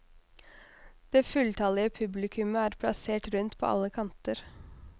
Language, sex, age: Norwegian, female, 21